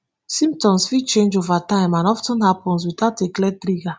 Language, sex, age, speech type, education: Nigerian Pidgin, female, 15-29, spontaneous, tertiary